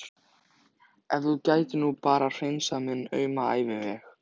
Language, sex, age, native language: Icelandic, male, 14, Icelandic